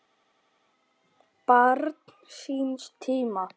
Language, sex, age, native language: Icelandic, male, 9, Icelandic